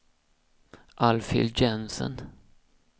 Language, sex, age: Swedish, male, 31